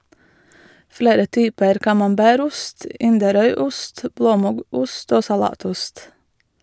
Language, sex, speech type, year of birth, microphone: Norwegian, female, read, 1986, Shure